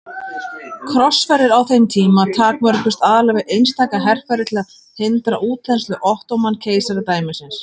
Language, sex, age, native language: Icelandic, female, 30-39, Icelandic